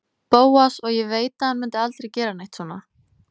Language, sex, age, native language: Icelandic, female, 20-29, Icelandic